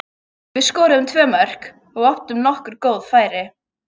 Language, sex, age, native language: Icelandic, female, 20-29, Icelandic